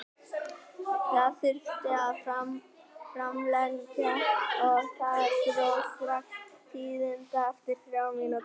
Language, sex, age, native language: Icelandic, male, 18-19, Icelandic